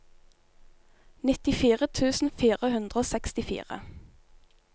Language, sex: Norwegian, female